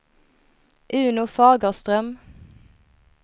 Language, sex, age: Swedish, female, 23